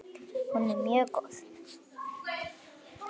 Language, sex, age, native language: Icelandic, female, 9, Icelandic